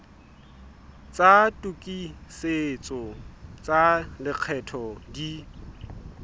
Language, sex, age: Southern Sotho, male, 20